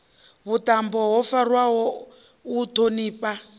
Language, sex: Venda, female